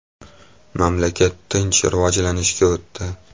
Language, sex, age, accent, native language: Uzbek, male, 19-29, Toshkent shahri, Uzbek